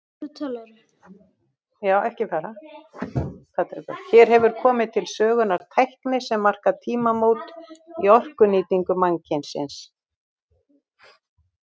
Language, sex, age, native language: Icelandic, female, 60-69, Icelandic